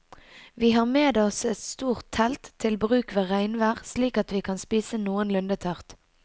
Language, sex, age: Norwegian, female, 22